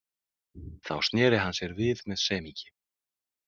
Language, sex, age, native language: Icelandic, male, 18-19, Icelandic